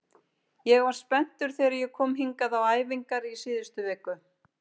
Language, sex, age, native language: Icelandic, female, 50-59, Icelandic